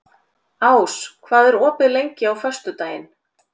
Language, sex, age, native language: Icelandic, female, 40-49, Icelandic